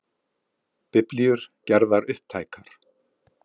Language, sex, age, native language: Icelandic, male, 70-79, Icelandic